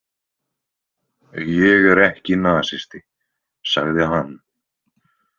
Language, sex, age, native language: Icelandic, male, 20-29, Icelandic